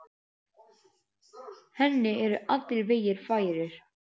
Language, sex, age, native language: Icelandic, female, 8, Icelandic